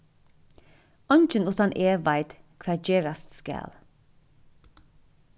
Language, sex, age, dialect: Faroese, female, 36-60, Suðurstreymoy